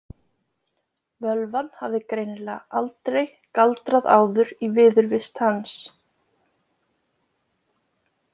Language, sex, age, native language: Icelandic, female, 20-29, Icelandic